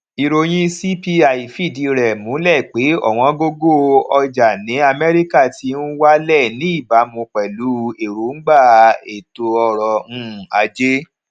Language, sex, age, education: Yoruba, male, 30-45, tertiary